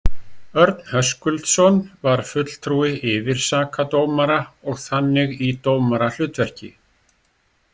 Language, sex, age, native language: Icelandic, male, 60-69, Icelandic